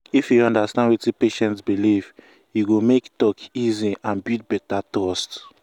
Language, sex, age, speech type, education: Nigerian Pidgin, male, 15-29, spontaneous, tertiary